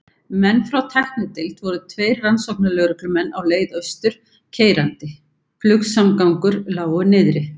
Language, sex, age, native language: Icelandic, female, 50-59, Icelandic